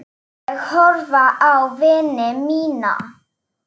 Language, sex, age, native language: Icelandic, female, 7, Slovak